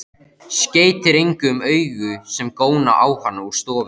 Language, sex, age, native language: Icelandic, male, 13, Icelandic